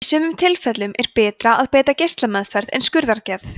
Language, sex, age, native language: Icelandic, female, 20-29, Icelandic